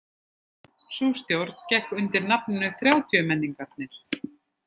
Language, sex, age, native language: Icelandic, female, 50-59, Icelandic